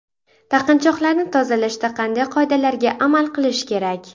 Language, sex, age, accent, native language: Uzbek, female, 12-17, Sirdaryo, Uzbek